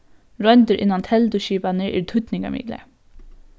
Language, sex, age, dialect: Faroese, female, 15-35, Norðurstreymoy/Eysturoy